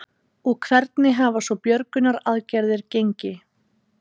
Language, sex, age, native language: Icelandic, female, 30-39, Icelandic